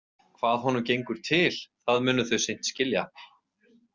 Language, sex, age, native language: Icelandic, male, 30-39, Icelandic